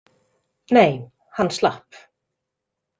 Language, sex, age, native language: Icelandic, female, 30-39, Icelandic